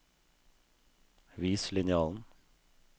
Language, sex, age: Norwegian, male, 32